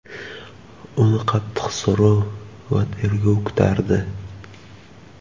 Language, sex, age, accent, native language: Uzbek, male, 12-17, Jizzax, Uzbek